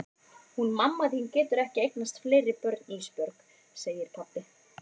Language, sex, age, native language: Icelandic, female, 30-39, Icelandic